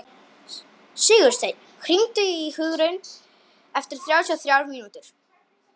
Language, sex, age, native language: Icelandic, male, 18-19, Polish